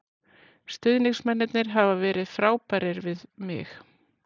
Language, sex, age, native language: Icelandic, female, 40-49, Icelandic